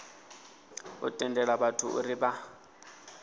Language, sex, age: Venda, male, 20